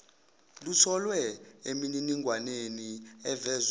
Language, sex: Zulu, male